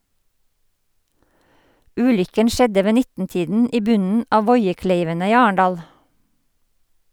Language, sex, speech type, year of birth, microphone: Norwegian, female, read, 1958, Sennheiser